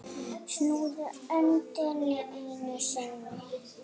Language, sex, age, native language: Icelandic, female, 7, Icelandic